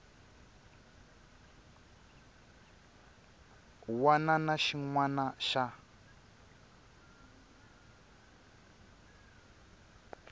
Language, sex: Tsonga, male